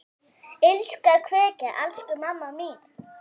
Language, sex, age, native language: Icelandic, female, 9, Icelandic